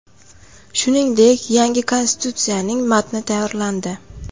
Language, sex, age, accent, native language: Uzbek, female, 18-24, Farg'ona, Uzbek